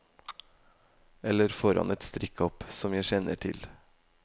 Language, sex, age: Norwegian, male, 18